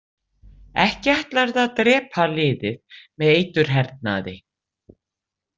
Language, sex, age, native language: Icelandic, female, 60-69, Icelandic